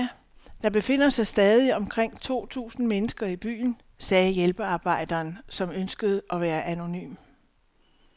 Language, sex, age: Danish, female, 62